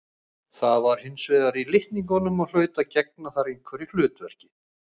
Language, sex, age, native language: Icelandic, male, 40-49, Icelandic